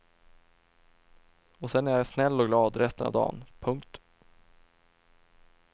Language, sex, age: Swedish, male, 24